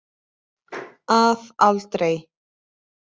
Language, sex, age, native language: Icelandic, female, 20-29, Icelandic